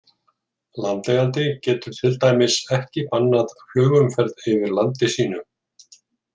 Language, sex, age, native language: Icelandic, male, 40-49, Icelandic